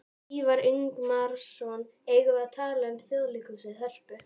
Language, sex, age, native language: Icelandic, female, 12, Icelandic